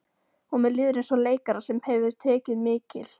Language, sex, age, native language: Icelandic, female, 14, Icelandic